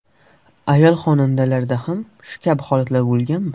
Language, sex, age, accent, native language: Uzbek, male, under 19, Toshkent shahri, Uzbek